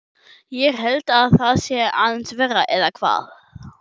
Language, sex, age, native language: Icelandic, male, 12, German